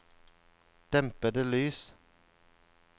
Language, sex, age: Norwegian, male, 34